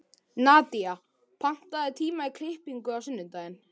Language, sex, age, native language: Icelandic, male, 12, Icelandic